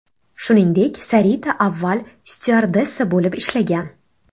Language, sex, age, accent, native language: Uzbek, female, 18-24, Navoiy, Uzbek